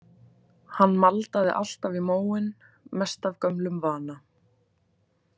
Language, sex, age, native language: Icelandic, female, 20-29, Icelandic